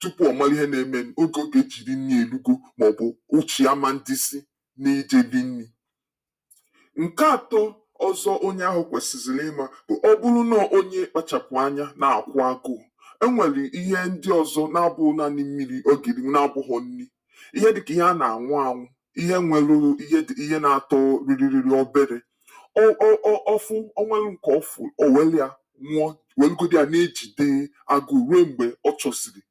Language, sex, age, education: Igbo, male, 30-45, tertiary